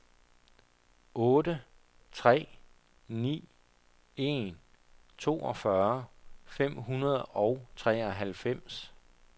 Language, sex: Danish, male